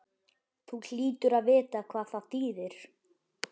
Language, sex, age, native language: Icelandic, male, 11, Icelandic